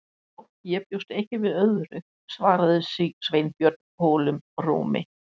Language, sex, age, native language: Icelandic, female, 60-69, Danish